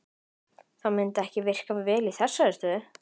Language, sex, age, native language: Icelandic, male, 11, Icelandic